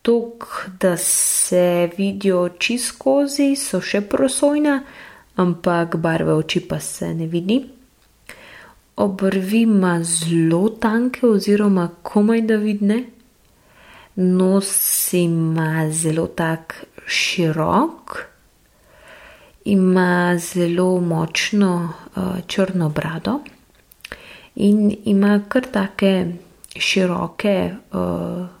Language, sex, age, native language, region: Slovenian, female, 18-29, Slovenian, Gorenjska region